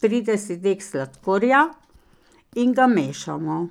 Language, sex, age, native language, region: Slovenian, female, 60+, Slovenian, Pomurje region